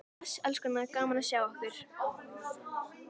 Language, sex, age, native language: Icelandic, female, 13, Icelandic